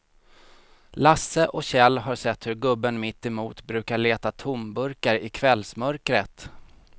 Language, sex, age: Swedish, male, 40